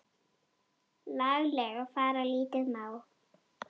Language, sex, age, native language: Icelandic, female, 8, Icelandic